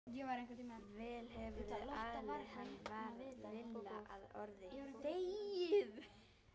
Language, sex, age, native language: Icelandic, female, 11, Icelandic